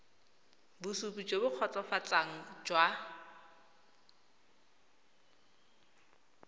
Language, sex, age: Tswana, female, 20